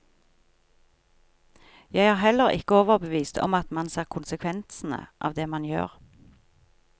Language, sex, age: Norwegian, female, 43